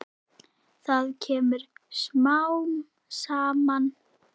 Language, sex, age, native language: Icelandic, female, 8, Icelandic